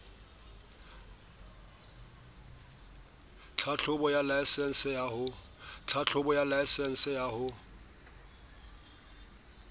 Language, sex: Southern Sotho, male